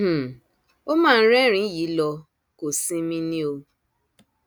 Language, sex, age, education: Yoruba, female, 30-45, tertiary